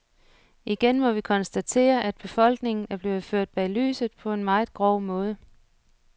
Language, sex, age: Danish, female, 47